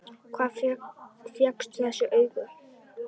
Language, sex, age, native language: Icelandic, male, 10, Icelandic